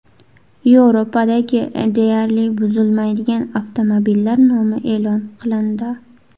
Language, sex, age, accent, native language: Uzbek, female, 18-24, Buxoro, Uzbek